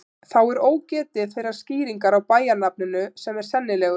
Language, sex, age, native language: Icelandic, female, 30-39, Icelandic